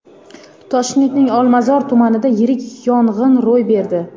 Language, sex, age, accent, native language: Uzbek, female, 25-34, Samarqand, Uzbek